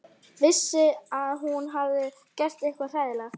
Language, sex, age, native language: Icelandic, female, 12, Icelandic